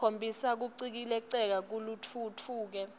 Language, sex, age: Swati, female, 19